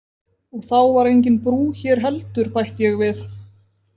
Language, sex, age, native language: Icelandic, female, 20-29, Icelandic